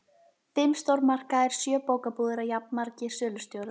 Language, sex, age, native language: Icelandic, female, 12, Icelandic